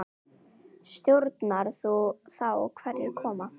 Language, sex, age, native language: Icelandic, female, 10, Icelandic